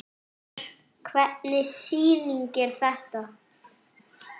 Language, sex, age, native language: Icelandic, male, 8, French